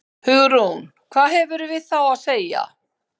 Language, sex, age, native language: Icelandic, female, 50-59, Icelandic